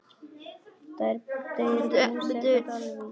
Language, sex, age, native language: Icelandic, male, 10, Icelandic